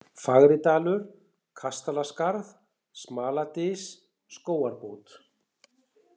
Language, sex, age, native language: Icelandic, male, 60-69, Icelandic